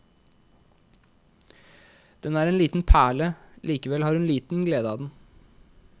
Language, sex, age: Norwegian, male, 21